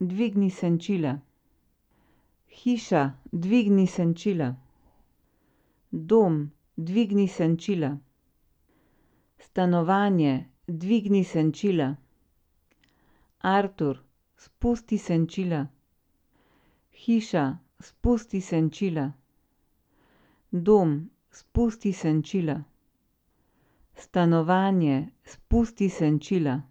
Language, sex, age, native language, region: Slovenian, female, 50-59, Slovenian, Central Slovenia